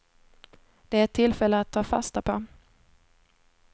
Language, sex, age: Swedish, female, 17